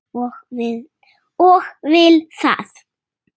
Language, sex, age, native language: Icelandic, female, 6, Russian